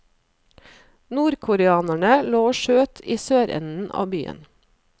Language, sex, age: Norwegian, female, 37